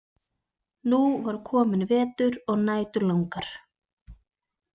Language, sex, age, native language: Icelandic, female, 20-29, Icelandic